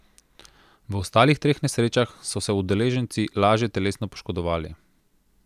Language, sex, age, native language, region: Slovenian, male, 30-49, Slovenian, Central Slovenia